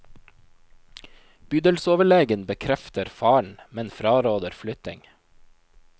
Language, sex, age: Norwegian, male, 29